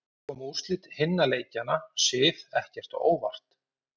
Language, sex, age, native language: Icelandic, male, 30-39, Icelandic